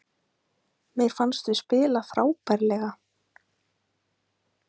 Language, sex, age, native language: Icelandic, female, 20-29, Icelandic